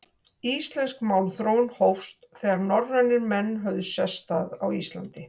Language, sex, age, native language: Icelandic, female, 60-69, Icelandic